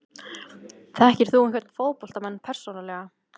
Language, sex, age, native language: Icelandic, female, 14, Icelandic